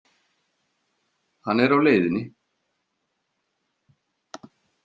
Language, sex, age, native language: Icelandic, male, 50-59, Icelandic